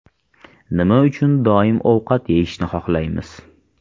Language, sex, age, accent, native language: Uzbek, male, 18-24, Farg'ona, Uzbek